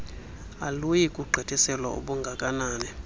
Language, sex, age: Xhosa, male, 26